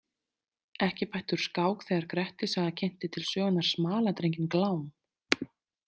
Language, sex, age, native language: Icelandic, female, 30-39, Icelandic